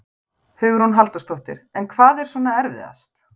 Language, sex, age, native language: Icelandic, female, 40-49, Icelandic